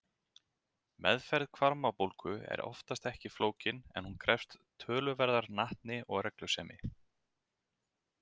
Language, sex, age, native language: Icelandic, male, 30-39, Icelandic